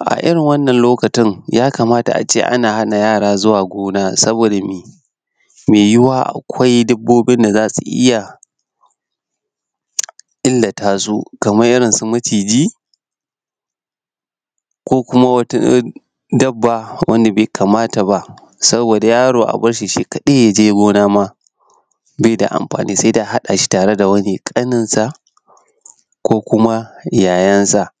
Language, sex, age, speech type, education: Hausa, male, 15-29, spontaneous, tertiary